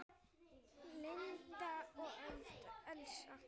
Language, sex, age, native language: Icelandic, female, 9, Icelandic